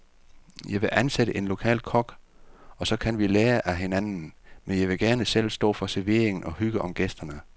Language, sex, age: Danish, male, 48